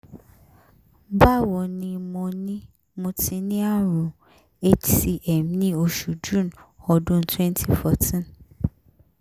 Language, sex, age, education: Yoruba, female, 15-29, tertiary